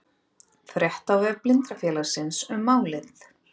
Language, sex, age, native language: Icelandic, female, 30-39, Icelandic